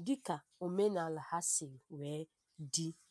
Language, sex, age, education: Igbo, female, 15-29, primary